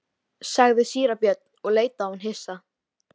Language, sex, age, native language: Icelandic, female, 13, Icelandic